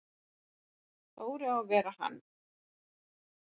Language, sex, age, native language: Icelandic, female, 50-59, Icelandic